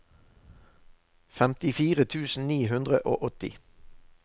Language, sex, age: Norwegian, male, 63